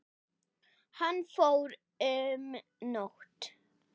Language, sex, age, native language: Icelandic, female, 8, Icelandic